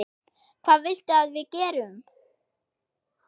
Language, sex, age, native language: Icelandic, female, 6, German